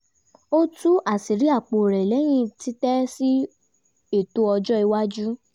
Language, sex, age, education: Yoruba, female, 15-29, tertiary